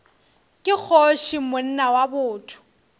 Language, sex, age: Northern Sotho, female, 18